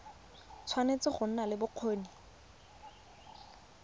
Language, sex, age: Tswana, female, 20